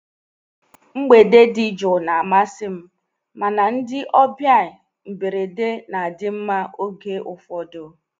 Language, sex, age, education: Igbo, male, 15-29, tertiary